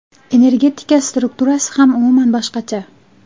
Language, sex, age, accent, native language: Uzbek, female, 18-24, Toshkent viloyati, Uzbek